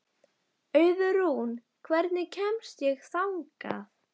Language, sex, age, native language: Icelandic, female, 12, Icelandic